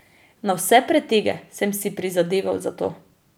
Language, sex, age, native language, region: Slovenian, female, 30-49, Slovenian, Drava region